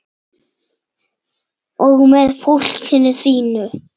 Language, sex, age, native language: Icelandic, male, 7, Icelandic